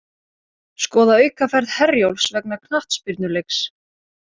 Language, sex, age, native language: Icelandic, female, 30-39, Icelandic